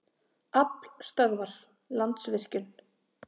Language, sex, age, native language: Icelandic, female, 30-39, Icelandic